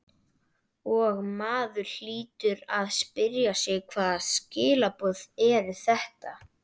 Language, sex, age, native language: Icelandic, male, 12, Icelandic